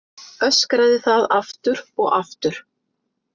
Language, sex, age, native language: Icelandic, female, 50-59, Icelandic